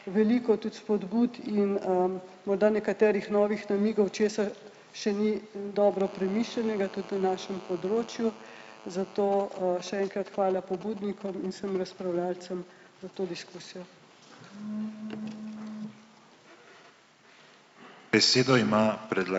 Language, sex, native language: Slovenian, male, Slovenian